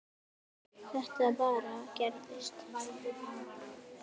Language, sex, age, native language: Icelandic, female, 10, Icelandic